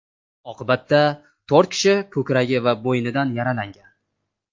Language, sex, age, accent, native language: Uzbek, male, 25-34, Namangan, Uzbek